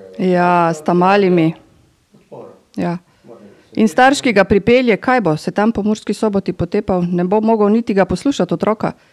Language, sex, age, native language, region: Slovenian, female, 50-59, Slovenian, Drava region